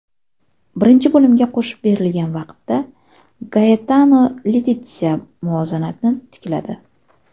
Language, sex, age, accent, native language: Uzbek, female, 25-34, Toshkent shahri, Uzbek